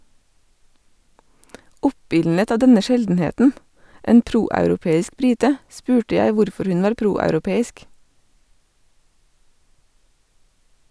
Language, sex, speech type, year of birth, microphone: Norwegian, female, read, 1985, Sennheiser